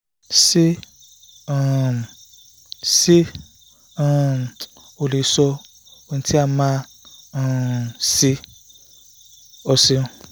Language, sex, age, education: Yoruba, male, 15-29, tertiary